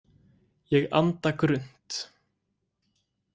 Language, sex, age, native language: Icelandic, male, 18-19, Icelandic